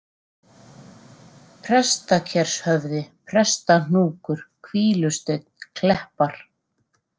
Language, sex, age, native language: Icelandic, female, 40-49, Icelandic